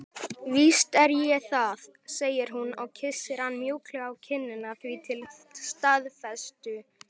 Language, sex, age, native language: Icelandic, male, 18-19, Icelandic